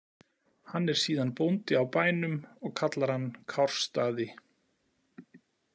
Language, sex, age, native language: Icelandic, male, 40-49, Icelandic